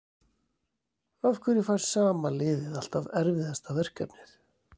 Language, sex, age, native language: Icelandic, male, 40-49, Icelandic